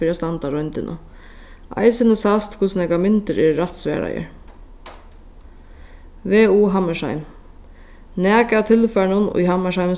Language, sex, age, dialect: Faroese, female, 15-35, Sandoy